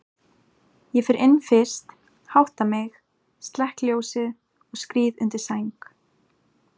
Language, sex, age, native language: Icelandic, female, 18-19, Icelandic